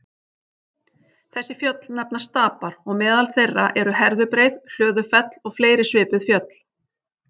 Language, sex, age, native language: Icelandic, female, 40-49, Icelandic